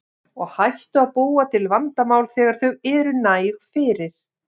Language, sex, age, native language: Icelandic, female, 50-59, Icelandic